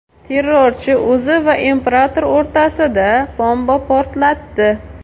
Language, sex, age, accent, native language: Uzbek, female, 18-24, Samarqand, Uzbek